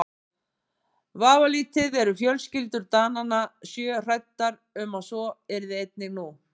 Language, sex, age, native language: Icelandic, female, 50-59, Icelandic